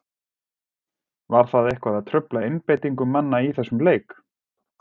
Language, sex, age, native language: Icelandic, male, 40-49, Icelandic